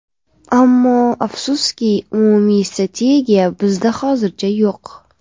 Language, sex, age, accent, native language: Uzbek, female, 18-24, Navoiy, Uzbek